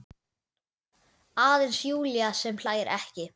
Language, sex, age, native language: Icelandic, male, 9, Icelandic